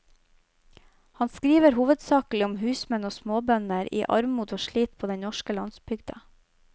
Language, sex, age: Norwegian, female, 25